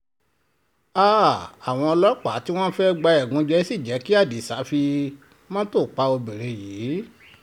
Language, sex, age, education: Yoruba, male, 46-60, tertiary